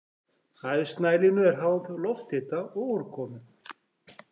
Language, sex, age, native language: Icelandic, female, 40-49, Icelandic